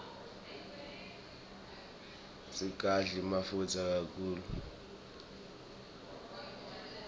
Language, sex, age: Swati, male, 24